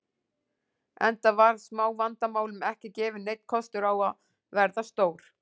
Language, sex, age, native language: Icelandic, female, 40-49, Icelandic